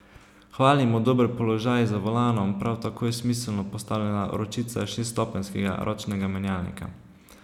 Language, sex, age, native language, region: Slovenian, male, 18-29, Slovenian, Savinja region